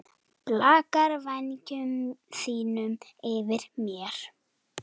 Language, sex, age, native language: Icelandic, female, 7, Icelandic